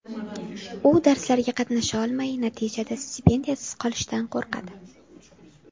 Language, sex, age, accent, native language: Uzbek, female, 18-24, Farg'ona, Uzbek